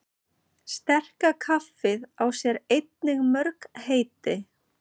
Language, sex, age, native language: Icelandic, female, 30-39, Icelandic